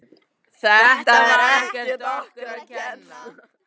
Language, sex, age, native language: Icelandic, male, 13, Icelandic